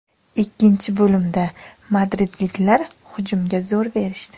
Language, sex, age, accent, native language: Uzbek, female, 25-34, Toshkent viloyati, Uzbek